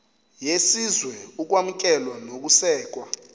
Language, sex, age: Xhosa, male, 33